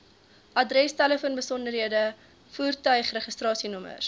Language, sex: Afrikaans, female